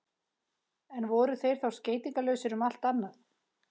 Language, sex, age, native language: Icelandic, female, 30-39, Icelandic